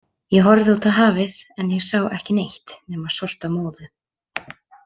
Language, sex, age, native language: Icelandic, female, 30-39, Icelandic